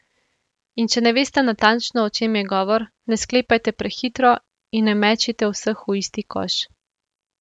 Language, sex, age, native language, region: Slovenian, female, 18-29, Slovenian, Central Slovenia